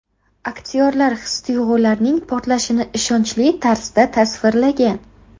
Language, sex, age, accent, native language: Uzbek, female, 18-24, Qashqadaryo, Uzbek